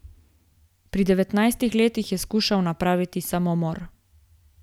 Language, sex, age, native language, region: Slovenian, female, 18-29, Slovenian, Gorica region